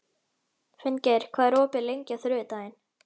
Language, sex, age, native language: Icelandic, male, 11, Icelandic